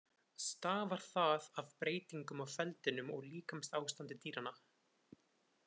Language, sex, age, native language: Icelandic, male, 20-29, Icelandic